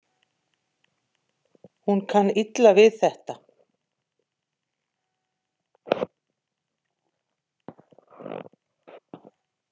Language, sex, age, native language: Icelandic, female, 50-59, Icelandic